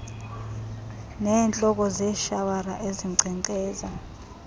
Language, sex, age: Xhosa, female, 32